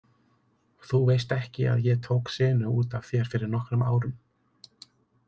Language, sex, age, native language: Icelandic, male, 30-39, Icelandic